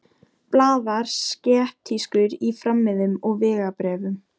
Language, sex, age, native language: Icelandic, female, 13, Icelandic